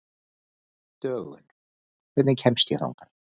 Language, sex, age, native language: Icelandic, male, 40-49, Icelandic